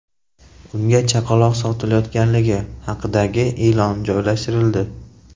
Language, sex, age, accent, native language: Uzbek, male, 18-24, Qashqadaryo, Uzbek